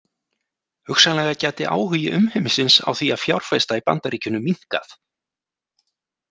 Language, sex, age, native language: Icelandic, male, 40-49, Icelandic